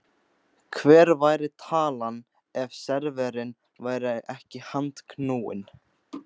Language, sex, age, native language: Icelandic, male, 14, Icelandic